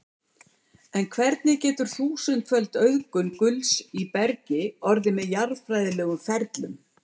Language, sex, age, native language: Icelandic, female, 70-79, Icelandic